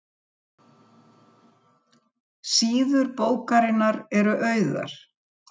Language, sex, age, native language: Icelandic, female, 70-79, Icelandic